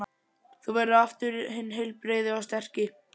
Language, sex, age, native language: Icelandic, male, 11, Icelandic